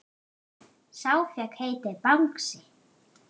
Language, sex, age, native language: Icelandic, female, 9, Icelandic